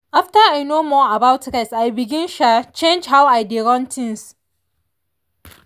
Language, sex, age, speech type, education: Nigerian Pidgin, female, 30-45, spontaneous, tertiary